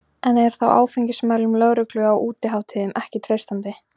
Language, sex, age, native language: Icelandic, female, 20-29, Icelandic